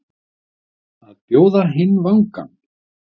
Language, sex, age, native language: Icelandic, male, 50-59, Icelandic